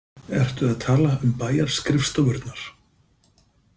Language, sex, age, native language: Icelandic, male, 50-59, Icelandic